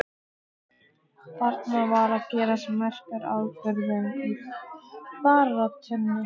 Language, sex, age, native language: Icelandic, male, 15, Icelandic